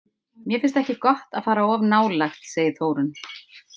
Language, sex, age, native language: Icelandic, female, 50-59, Icelandic